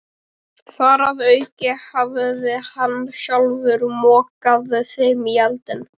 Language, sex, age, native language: Icelandic, male, 12, Icelandic